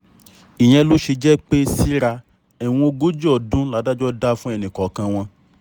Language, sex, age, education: Yoruba, male, 30-45, tertiary